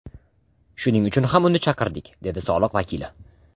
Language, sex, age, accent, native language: Uzbek, male, under 19, Farg'ona, Uzbek